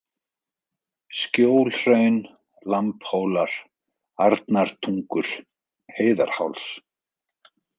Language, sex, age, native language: Icelandic, male, 40-49, Icelandic